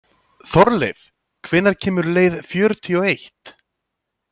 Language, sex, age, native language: Icelandic, male, 30-39, Icelandic